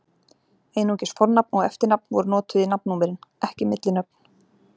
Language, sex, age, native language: Icelandic, female, 40-49, Icelandic